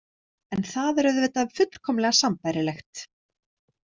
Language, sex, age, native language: Icelandic, female, 30-39, Icelandic